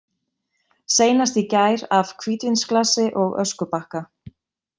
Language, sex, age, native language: Icelandic, female, 20-29, Icelandic